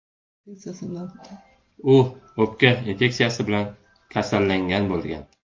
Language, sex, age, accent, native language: Uzbek, male, 25-34, Samarqand, Uzbek